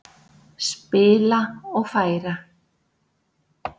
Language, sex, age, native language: Icelandic, female, 60-69, Icelandic